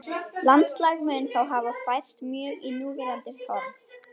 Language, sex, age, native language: Icelandic, female, 11, Icelandic